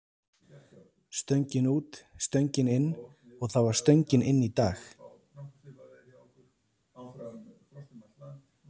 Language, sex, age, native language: Icelandic, male, 30-39, Icelandic